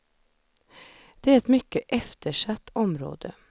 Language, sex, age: Swedish, female, 32